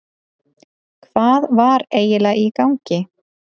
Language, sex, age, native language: Icelandic, female, 30-39, Icelandic